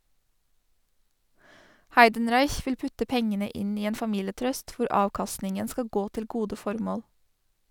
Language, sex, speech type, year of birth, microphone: Norwegian, female, read, 1987, Sennheiser